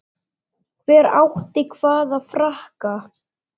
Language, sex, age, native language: Icelandic, male, 9, Icelandic